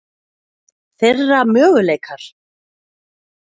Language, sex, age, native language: Icelandic, female, 40-49, Icelandic